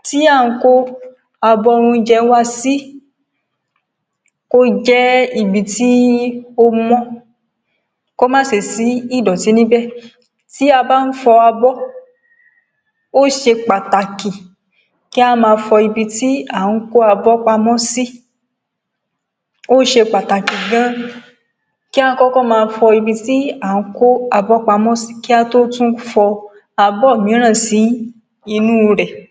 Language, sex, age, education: Yoruba, female, 46-60, secondary